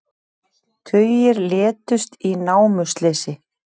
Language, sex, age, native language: Icelandic, female, 40-49, Icelandic